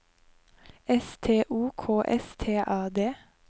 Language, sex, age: Norwegian, female, 23